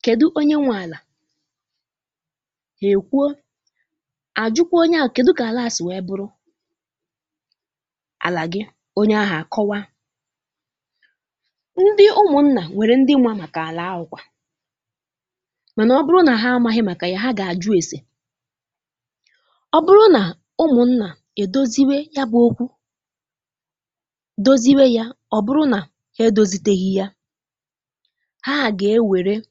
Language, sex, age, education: Igbo, female, 15-29, tertiary